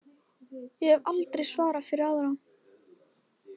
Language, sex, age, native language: Icelandic, female, 15, Icelandic